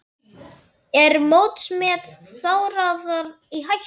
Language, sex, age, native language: Icelandic, male, 10, Icelandic